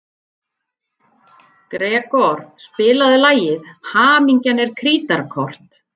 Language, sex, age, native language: Icelandic, female, 30-39, Icelandic